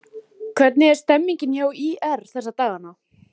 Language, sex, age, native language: Icelandic, female, 40-49, Icelandic